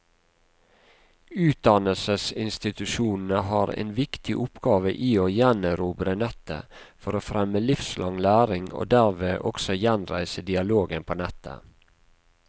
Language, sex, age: Norwegian, male, 48